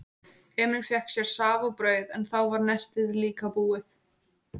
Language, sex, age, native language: Icelandic, female, 18-19, Icelandic